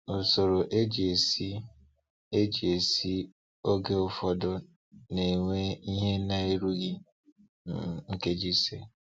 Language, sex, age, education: Igbo, male, 15-29, tertiary